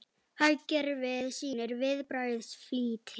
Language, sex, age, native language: Icelandic, female, 18-19, Icelandic